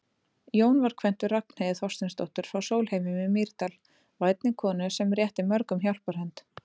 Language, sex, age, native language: Icelandic, female, 30-39, Icelandic